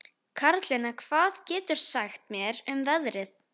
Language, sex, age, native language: Icelandic, female, 13, Icelandic